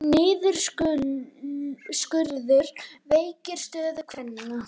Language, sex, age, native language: Icelandic, female, 18-19, Icelandic